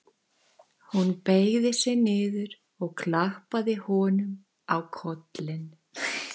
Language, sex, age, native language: Icelandic, female, 14, Icelandic